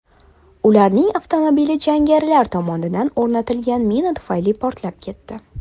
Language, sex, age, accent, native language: Uzbek, female, 19-29, Toshkent shahri, Uzbek